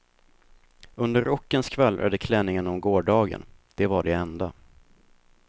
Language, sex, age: Swedish, male, 24